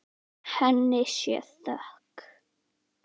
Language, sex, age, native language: Icelandic, female, 10, Icelandic